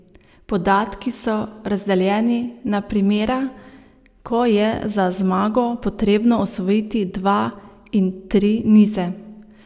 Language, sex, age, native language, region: Slovenian, female, 30-49, Slovenian, Savinja region